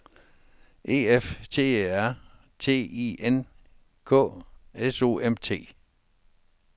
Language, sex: Danish, male